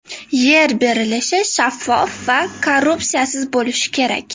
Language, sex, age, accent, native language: Uzbek, female, 18-24, Namangan, Uzbek